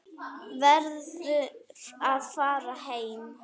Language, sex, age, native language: Icelandic, female, 9, Icelandic